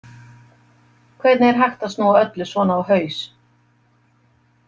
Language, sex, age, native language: Icelandic, female, 50-59, Icelandic